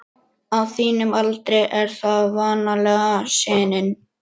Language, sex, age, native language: Icelandic, male, 11, Icelandic